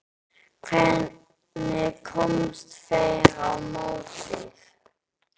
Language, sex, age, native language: Icelandic, male, 10, Icelandic